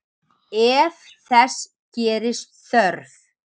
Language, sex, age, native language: Icelandic, male, 7, Icelandic